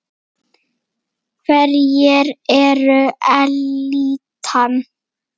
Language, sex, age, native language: Icelandic, female, 8, Icelandic